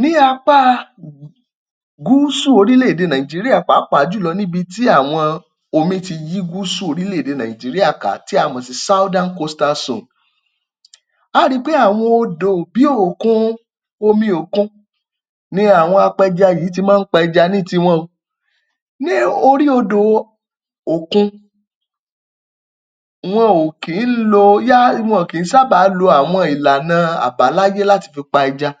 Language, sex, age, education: Yoruba, male, 30-45, tertiary